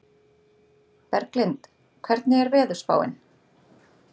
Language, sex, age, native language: Icelandic, female, 30-39, Icelandic